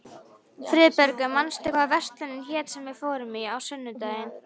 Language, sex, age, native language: Icelandic, female, 13, Icelandic